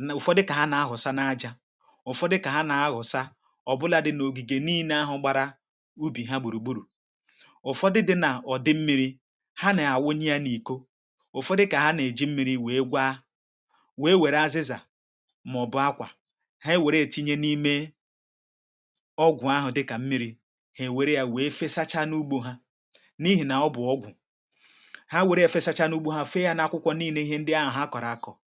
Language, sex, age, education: Igbo, male, 30-45, tertiary